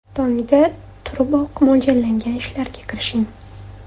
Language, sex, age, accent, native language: Uzbek, female, 25-34, Toshkent shahri, Uzbek